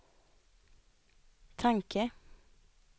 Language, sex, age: Swedish, female, 20